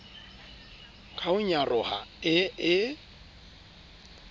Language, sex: Southern Sotho, male